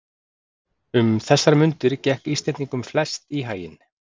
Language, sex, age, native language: Icelandic, male, 40-49, Icelandic